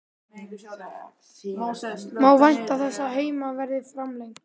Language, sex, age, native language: Icelandic, male, 12, Icelandic